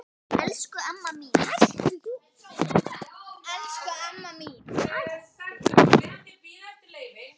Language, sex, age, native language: Icelandic, female, 9, Icelandic